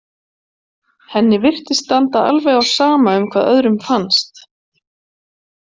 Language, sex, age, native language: Icelandic, female, 40-49, Icelandic